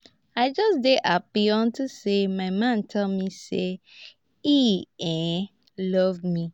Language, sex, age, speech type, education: Nigerian Pidgin, female, 15-29, spontaneous, tertiary